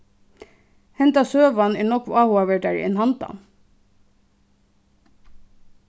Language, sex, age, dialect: Faroese, female, 15-35, Suðuroy